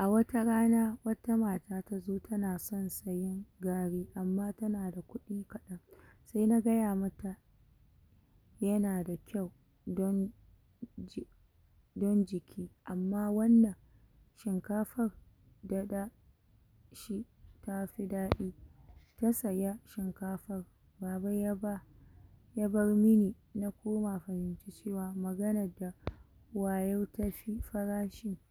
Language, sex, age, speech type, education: Hausa, female, 46-60, spontaneous, tertiary